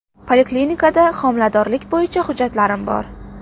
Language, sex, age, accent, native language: Uzbek, female, under 19, Qashqadaryo, Uzbek